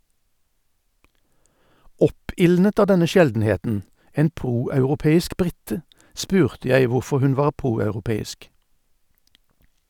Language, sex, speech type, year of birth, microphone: Norwegian, male, read, 1952, Sennheiser